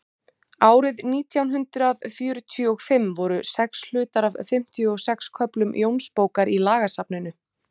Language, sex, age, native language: Icelandic, female, 30-39, Icelandic